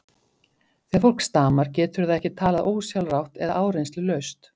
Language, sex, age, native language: Icelandic, female, 50-59, Icelandic